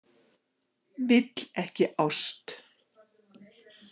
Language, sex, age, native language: Icelandic, female, 60-69, Icelandic